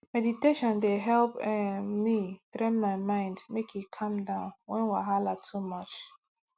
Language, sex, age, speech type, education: Nigerian Pidgin, female, 15-29, spontaneous, tertiary